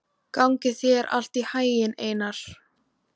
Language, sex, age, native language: Icelandic, female, 18-19, Icelandic